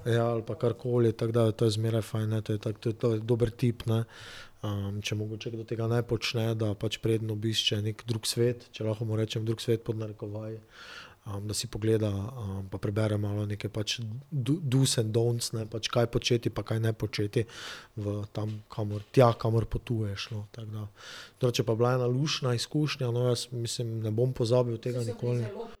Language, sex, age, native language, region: Slovenian, male, 30-49, Slovenian, Drava region